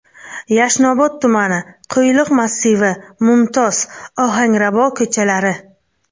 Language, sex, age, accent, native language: Uzbek, female, 25-34, Buxoro, Uzbek